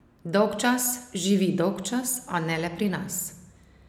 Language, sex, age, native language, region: Slovenian, female, 30-49, Slovenian, Savinja region